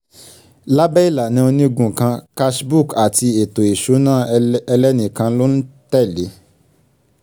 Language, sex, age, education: Yoruba, male, 15-29, secondary